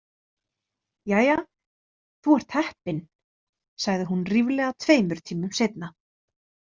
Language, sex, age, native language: Icelandic, female, 30-39, Icelandic